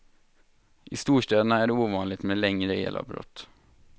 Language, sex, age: Swedish, male, 23